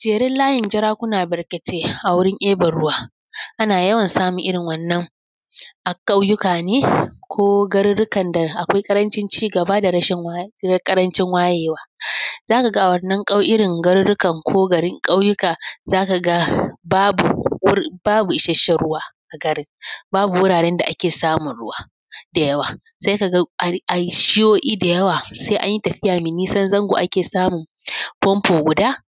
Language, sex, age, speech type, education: Hausa, female, 15-29, spontaneous, tertiary